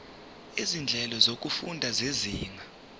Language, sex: Zulu, male